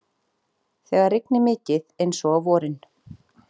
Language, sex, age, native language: Icelandic, female, 40-49, Icelandic